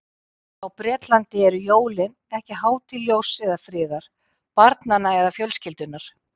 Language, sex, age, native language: Icelandic, female, 50-59, Icelandic